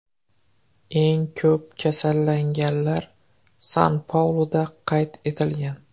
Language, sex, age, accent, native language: Uzbek, male, 25-34, Qoraqalpog'iston, Uzbek